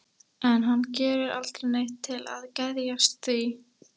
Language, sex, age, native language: Icelandic, female, 13, Icelandic